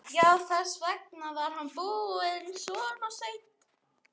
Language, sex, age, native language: Icelandic, female, 11, Icelandic